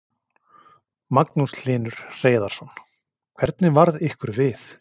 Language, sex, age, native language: Icelandic, male, 40-49, Icelandic